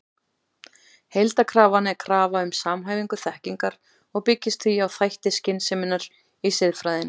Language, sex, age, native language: Icelandic, female, 40-49, Icelandic